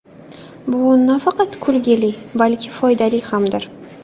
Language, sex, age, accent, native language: Uzbek, female, 18-24, Surxondaryo, Uzbek